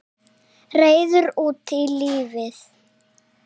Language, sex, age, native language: Icelandic, female, 7, Icelandic